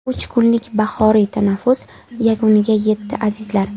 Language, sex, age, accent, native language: Uzbek, female, 18-24, Andijon, Uzbek